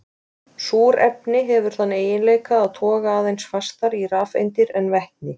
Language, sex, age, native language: Icelandic, female, 20-29, Icelandic